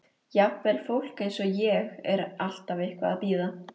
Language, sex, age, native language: Icelandic, female, 13, Icelandic